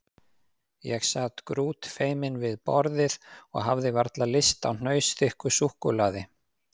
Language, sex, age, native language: Icelandic, male, 50-59, Icelandic